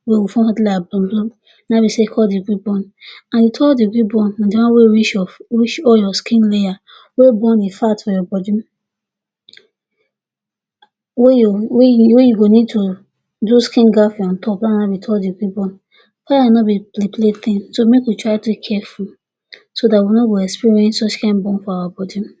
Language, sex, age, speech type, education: Nigerian Pidgin, female, 46-60, spontaneous, tertiary